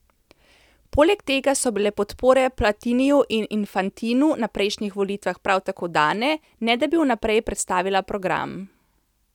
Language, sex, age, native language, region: Slovenian, female, 30-49, Slovenian, Central Slovenia